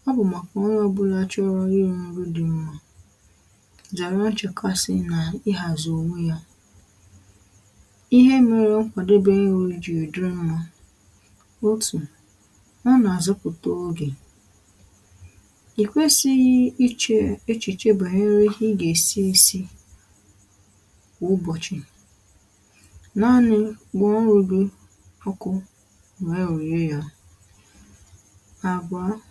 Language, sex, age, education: Igbo, female, 15-29, tertiary